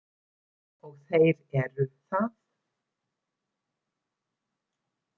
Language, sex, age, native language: Icelandic, female, 70-79, Icelandic